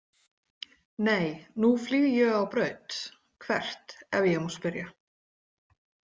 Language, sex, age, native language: Icelandic, female, 40-49, Icelandic